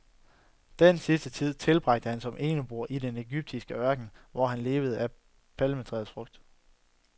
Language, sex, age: Danish, male, 22